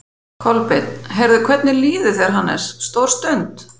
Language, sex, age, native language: Icelandic, female, 50-59, Icelandic